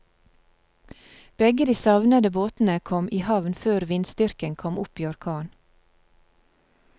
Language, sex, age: Norwegian, female, 35